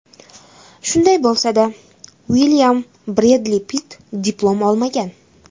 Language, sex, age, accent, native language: Uzbek, female, under 19, Jizzax, Uzbek